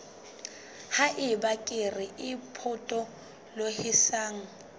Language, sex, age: Southern Sotho, female, 23